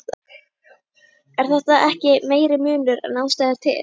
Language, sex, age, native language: Icelandic, female, 11, Icelandic